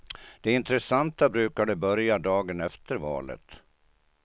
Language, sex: Swedish, male